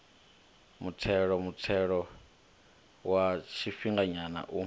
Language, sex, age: Venda, male, 25